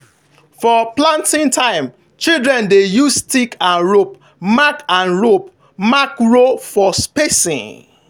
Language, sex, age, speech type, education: Nigerian Pidgin, male, 15-29, spontaneous, tertiary